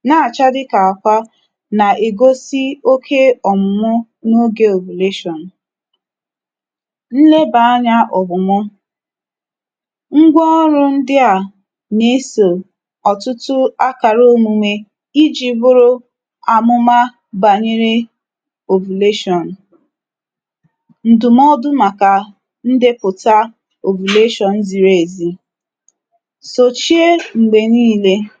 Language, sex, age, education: Igbo, female, 30-45, tertiary